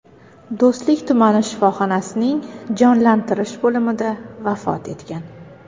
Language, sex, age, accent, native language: Uzbek, female, 19-29, Navoiy, Uzbek